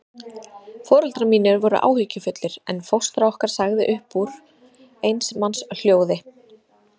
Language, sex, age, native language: Icelandic, female, 30-39, Icelandic